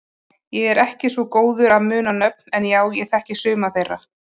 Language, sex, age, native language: Icelandic, female, 30-39, Icelandic